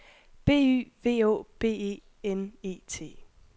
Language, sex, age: Danish, female, 21